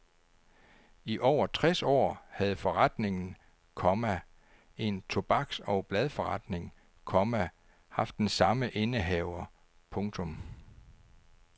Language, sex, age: Danish, male, 49